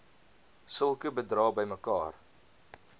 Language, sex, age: Afrikaans, male, 22